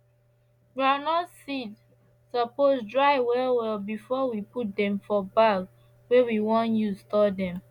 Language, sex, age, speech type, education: Nigerian Pidgin, female, 15-29, spontaneous, secondary